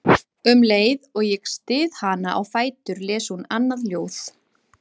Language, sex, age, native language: Icelandic, female, 40-49, Icelandic